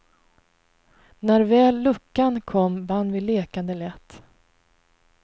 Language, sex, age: Swedish, female, 33